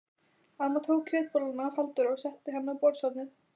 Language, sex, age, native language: Icelandic, female, 12, Icelandic